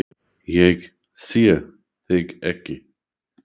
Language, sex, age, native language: Icelandic, male, 60-69, English